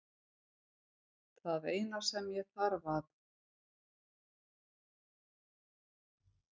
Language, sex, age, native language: Icelandic, female, 50-59, Icelandic